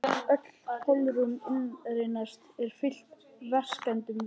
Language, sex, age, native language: Icelandic, male, 11, Icelandic